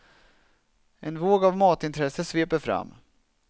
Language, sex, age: Swedish, male, 27